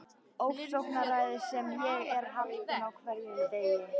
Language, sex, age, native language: Icelandic, female, 13, Icelandic